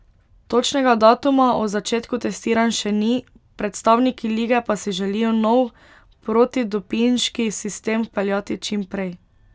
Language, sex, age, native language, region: Slovenian, female, 18-29, Slovenian, Pomurje region